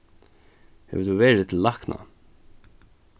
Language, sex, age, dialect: Faroese, male, 15-35, Norðuroyggjar